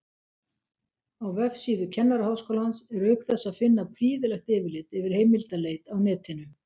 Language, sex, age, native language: Icelandic, female, 60-69, Icelandic